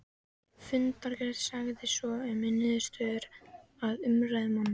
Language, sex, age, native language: Icelandic, female, 13, Icelandic